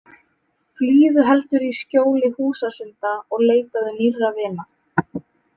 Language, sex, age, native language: Icelandic, female, 18-19, Icelandic